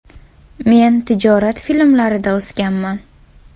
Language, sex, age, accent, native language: Uzbek, female, 18-24, Toshkent viloyati, Uzbek